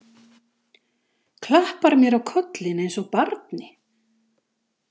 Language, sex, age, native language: Icelandic, female, 50-59, Icelandic